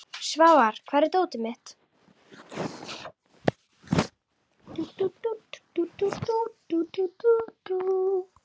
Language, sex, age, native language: Icelandic, female, 11, Icelandic